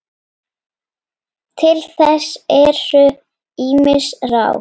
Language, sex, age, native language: Icelandic, female, 8, Icelandic